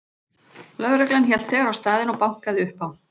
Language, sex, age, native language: Icelandic, female, 40-49, Icelandic